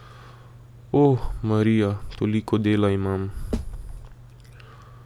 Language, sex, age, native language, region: Slovenian, male, 18-29, Slovenian, Drava region